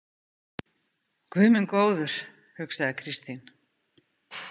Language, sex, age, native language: Icelandic, female, 50-59, Icelandic